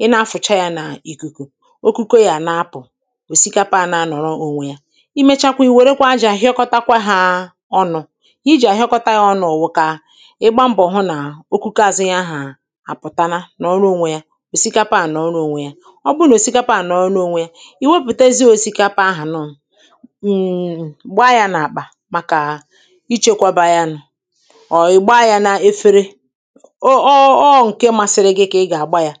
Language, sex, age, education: Igbo, female, 15-29, tertiary